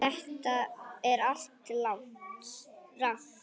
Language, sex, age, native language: Icelandic, male, 8, Icelandic